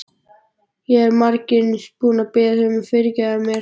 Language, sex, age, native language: Icelandic, male, 11, Icelandic